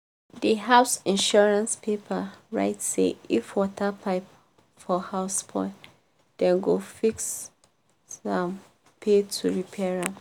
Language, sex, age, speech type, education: Nigerian Pidgin, female, 15-29, spontaneous, tertiary